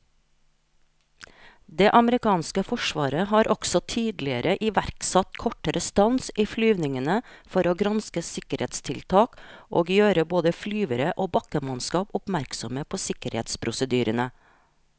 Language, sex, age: Norwegian, female, 43